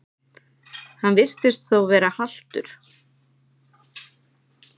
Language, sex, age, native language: Icelandic, male, 9, Icelandic